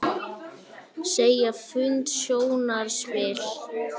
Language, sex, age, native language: Icelandic, male, 18-19, Icelandic